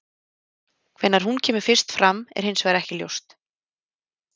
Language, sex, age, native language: Icelandic, female, 30-39, Icelandic